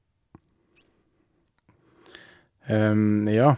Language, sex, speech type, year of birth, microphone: Norwegian, male, spontaneous, 1984, Shure